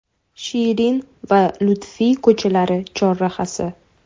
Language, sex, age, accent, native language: Uzbek, female, 18-24, Toshkent viloyati, Uzbek